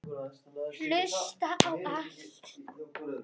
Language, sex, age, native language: Icelandic, male, 9, Icelandic